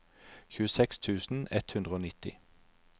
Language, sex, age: Norwegian, male, 43